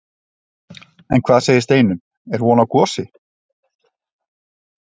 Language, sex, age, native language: Icelandic, male, 30-39, Icelandic